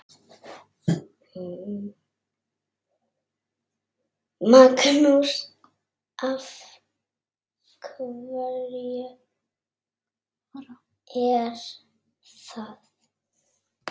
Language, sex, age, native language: Icelandic, female, 6, Icelandic